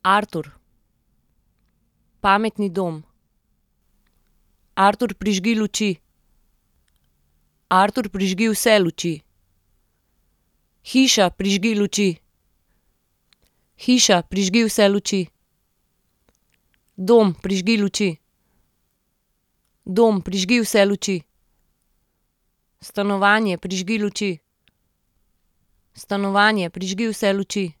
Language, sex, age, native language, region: Slovenian, female, 30-49, Slovenian, Central Slovenia